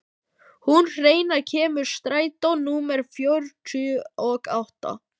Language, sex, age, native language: Icelandic, male, 12, Icelandic